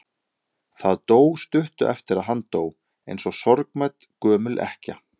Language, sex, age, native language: Icelandic, male, 30-39, Icelandic